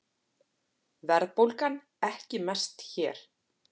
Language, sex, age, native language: Icelandic, female, 40-49, Icelandic